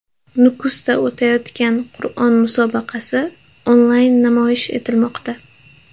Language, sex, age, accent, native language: Uzbek, female, 18-24, Andijon, Uzbek